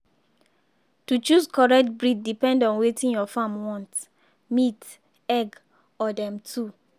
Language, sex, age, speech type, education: Nigerian Pidgin, female, 15-29, spontaneous, secondary